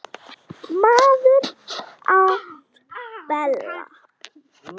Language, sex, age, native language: Icelandic, female, 8, Icelandic